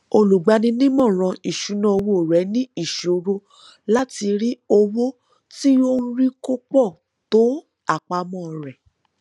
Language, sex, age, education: Yoruba, female, 30-45, tertiary